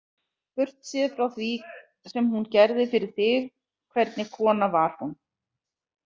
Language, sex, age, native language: Icelandic, female, 40-49, Icelandic